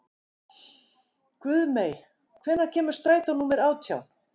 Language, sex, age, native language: Icelandic, female, 50-59, Icelandic